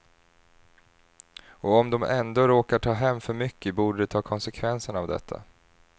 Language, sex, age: Swedish, male, 30